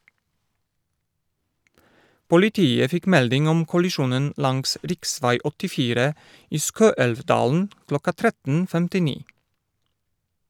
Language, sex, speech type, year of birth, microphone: Norwegian, male, read, 1973, Shure